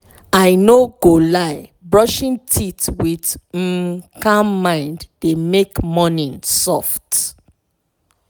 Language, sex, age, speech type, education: Nigerian Pidgin, female, 30-45, spontaneous, tertiary